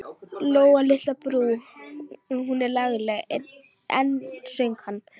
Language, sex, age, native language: Icelandic, female, 12, Icelandic